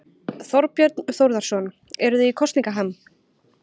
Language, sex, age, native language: Icelandic, female, 20-29, Icelandic